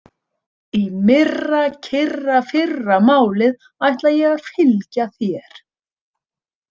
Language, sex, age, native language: Icelandic, female, 30-39, Icelandic